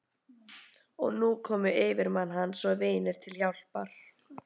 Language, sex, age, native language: Icelandic, female, 12, Icelandic